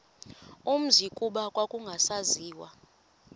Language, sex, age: Xhosa, female, 23